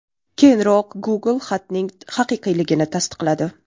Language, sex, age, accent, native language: Uzbek, female, 19-29, Qashqadaryo, Uzbek